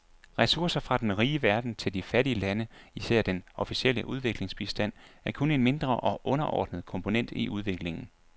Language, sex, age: Danish, male, 24